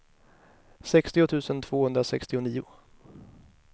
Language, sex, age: Swedish, male, 23